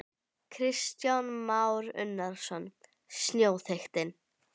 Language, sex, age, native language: Icelandic, female, 11, Icelandic